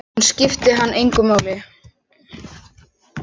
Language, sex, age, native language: Icelandic, male, 6, Icelandic